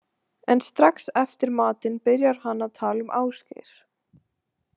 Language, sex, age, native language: Icelandic, female, 18-19, Icelandic